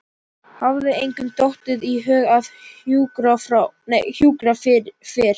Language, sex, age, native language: Icelandic, male, 11, Icelandic